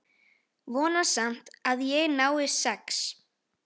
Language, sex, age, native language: Icelandic, female, 13, Icelandic